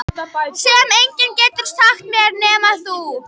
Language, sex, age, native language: Icelandic, female, 11, Icelandic